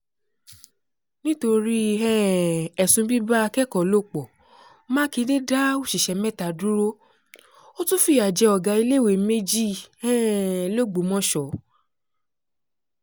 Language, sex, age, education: Yoruba, female, 15-29, tertiary